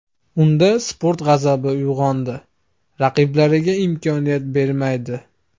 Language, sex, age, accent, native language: Uzbek, male, 18-24, Andijon, Uzbek